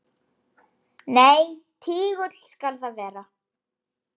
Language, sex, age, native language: Icelandic, female, 8, Icelandic